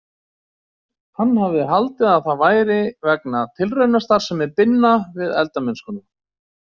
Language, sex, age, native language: Icelandic, male, 40-49, Icelandic